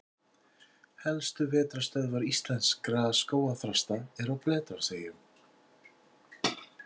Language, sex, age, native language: Icelandic, male, 60-69, Icelandic